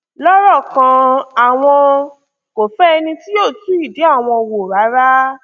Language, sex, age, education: Yoruba, female, 15-29, tertiary